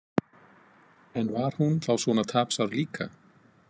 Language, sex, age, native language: Icelandic, male, 50-59, Icelandic